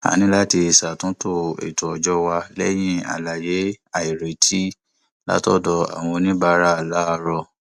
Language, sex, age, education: Yoruba, male, 15-29, tertiary